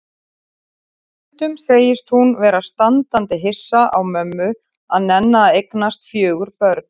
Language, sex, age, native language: Icelandic, female, 40-49, Icelandic